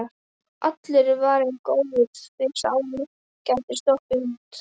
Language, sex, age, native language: Icelandic, female, 12, Icelandic